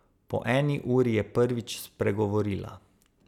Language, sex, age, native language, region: Slovenian, male, 30-49, Slovenian, Savinja region